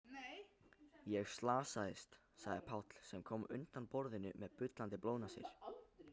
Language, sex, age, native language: Icelandic, male, 18-19, Icelandic